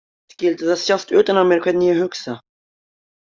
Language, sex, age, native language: Icelandic, male, 18-19, Icelandic